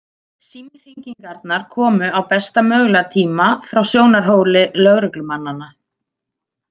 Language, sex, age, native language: Icelandic, female, 30-39, Icelandic